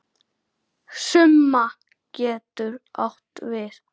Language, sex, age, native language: Icelandic, male, 9, Icelandic